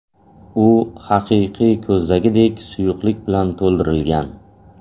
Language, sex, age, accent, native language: Uzbek, male, 25-34, Qashqadaryo, Uzbek